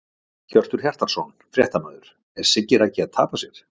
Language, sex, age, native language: Icelandic, male, 50-59, Icelandic